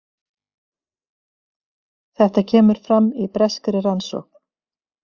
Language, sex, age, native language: Icelandic, female, 50-59, Icelandic